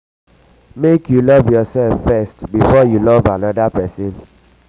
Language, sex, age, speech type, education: Nigerian Pidgin, male, 15-29, spontaneous, tertiary